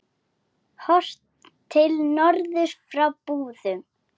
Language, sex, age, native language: Icelandic, female, 7, Icelandic